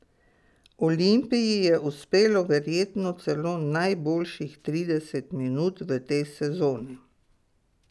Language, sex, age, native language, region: Slovenian, female, 60+, Slovenian, Pomurje region